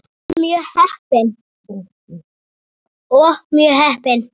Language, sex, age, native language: Icelandic, male, 8, Icelandic